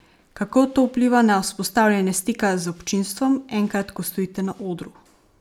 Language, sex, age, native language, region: Slovenian, female, 18-29, Slovenian, Savinja region